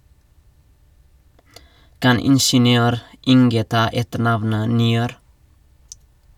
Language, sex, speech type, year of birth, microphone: Norwegian, male, read, 1989, Shure